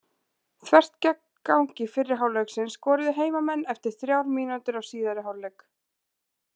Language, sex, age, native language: Icelandic, female, 20-29, Icelandic